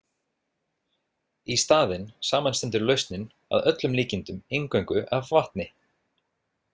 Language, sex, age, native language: Icelandic, male, 30-39, Icelandic